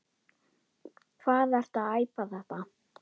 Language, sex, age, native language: Icelandic, female, 10, Icelandic